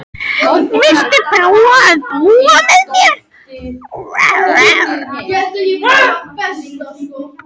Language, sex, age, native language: Icelandic, other, 13, French